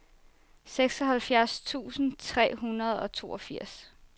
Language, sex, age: Danish, female, 24